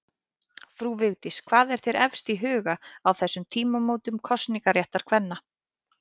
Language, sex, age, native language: Icelandic, female, 30-39, Icelandic